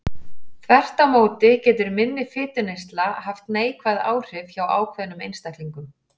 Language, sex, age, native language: Icelandic, female, 40-49, Icelandic